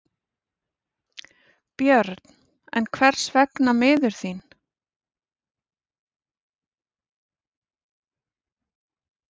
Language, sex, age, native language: Icelandic, female, 40-49, Icelandic